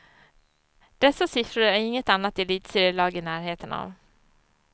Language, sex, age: Swedish, female, 34